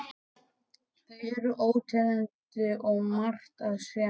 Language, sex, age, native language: Icelandic, male, 12, Icelandic